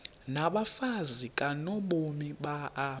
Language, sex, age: Xhosa, male, 30